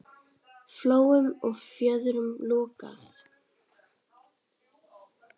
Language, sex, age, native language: Icelandic, female, 10, Icelandic